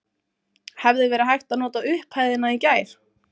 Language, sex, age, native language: Icelandic, female, 20-29, Icelandic